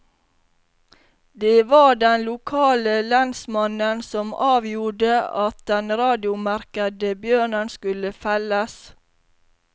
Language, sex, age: Norwegian, female, 32